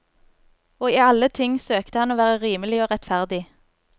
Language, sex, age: Norwegian, female, 24